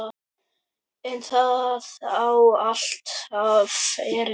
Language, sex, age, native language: Icelandic, male, 9, Icelandic